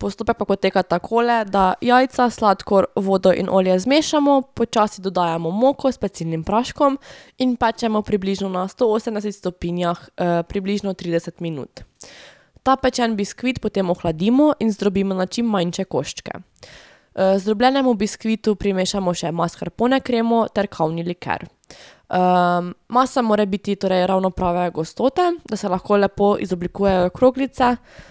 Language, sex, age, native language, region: Slovenian, female, 18-29, Slovenian, Drava region